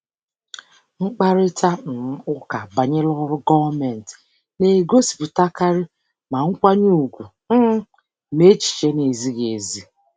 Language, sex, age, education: Igbo, female, 30-45, tertiary